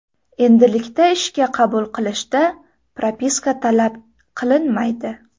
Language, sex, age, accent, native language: Uzbek, female, 18-24, Farg'ona, Uzbek